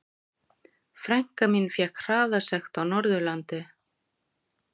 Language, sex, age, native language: Icelandic, female, 40-49, Icelandic